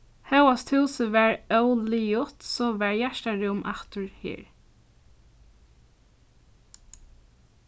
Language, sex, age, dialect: Faroese, female, 15-35, Norðurstreymoy/Eysturoy